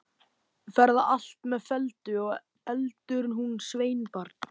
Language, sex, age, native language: Icelandic, male, 13, Icelandic